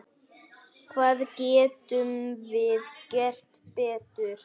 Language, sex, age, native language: Icelandic, male, 9, Icelandic